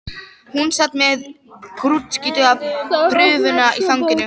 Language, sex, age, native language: Icelandic, female, 12, Icelandic